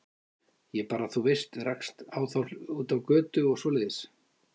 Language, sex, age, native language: Icelandic, male, 50-59, Icelandic